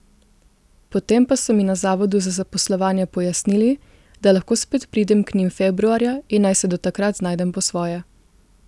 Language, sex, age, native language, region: Slovenian, female, 18-29, Slovenian, Gorica region